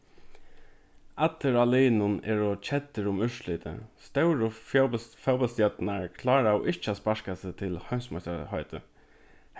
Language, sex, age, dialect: Faroese, male, 15-35, Norðurstreymoy/Eysturoy